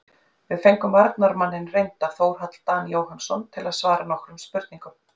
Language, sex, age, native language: Icelandic, female, 40-49, Icelandic